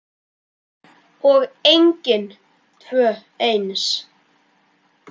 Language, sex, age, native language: Icelandic, male, 10, Icelandic